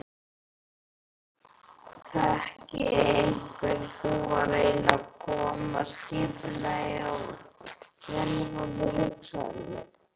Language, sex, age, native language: Icelandic, male, 11, Icelandic